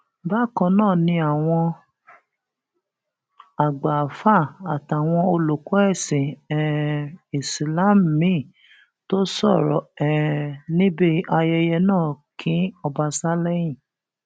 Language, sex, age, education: Yoruba, female, 46-60, tertiary